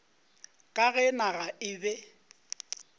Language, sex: Northern Sotho, male